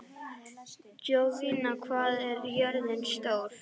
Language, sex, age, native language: Icelandic, female, 11, Icelandic